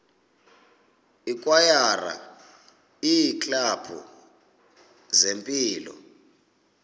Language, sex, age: Xhosa, male, 26